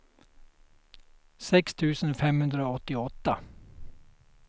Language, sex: Swedish, male